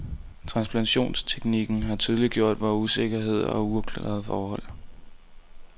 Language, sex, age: Danish, male, 19